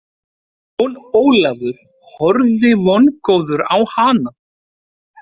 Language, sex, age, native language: Icelandic, male, 30-39, Icelandic